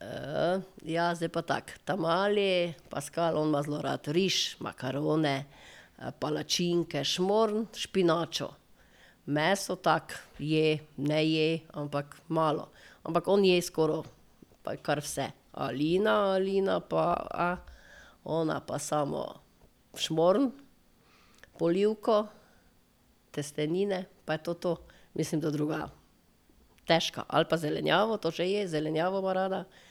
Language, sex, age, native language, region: Slovenian, female, 50-59, Slovenian, Drava region